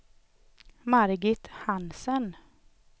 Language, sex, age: Swedish, female, 38